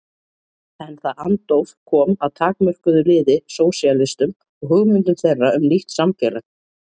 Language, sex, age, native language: Icelandic, female, 40-49, Icelandic